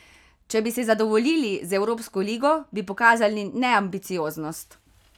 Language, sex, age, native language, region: Slovenian, female, 30-49, Slovenian, Carinthia region